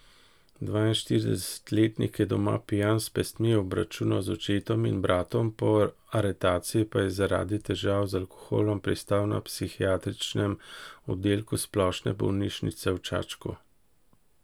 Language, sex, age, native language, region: Slovenian, male, 50-59, Slovenian, Central Slovenia